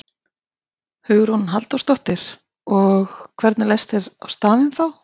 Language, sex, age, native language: Icelandic, female, 50-59, Icelandic